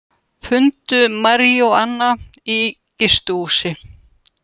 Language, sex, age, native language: Icelandic, female, 70-79, Russian